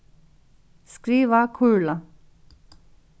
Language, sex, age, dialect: Faroese, female, 36-60, Norðuroyggjar